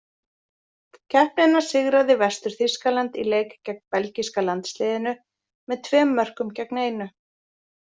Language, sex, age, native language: Icelandic, female, 40-49, Icelandic